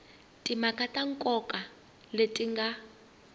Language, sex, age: Tsonga, female, 20